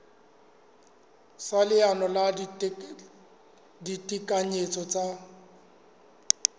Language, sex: Southern Sotho, male